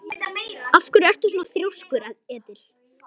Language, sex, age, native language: Icelandic, male, 11, Icelandic